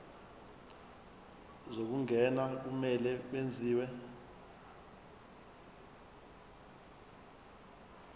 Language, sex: Zulu, male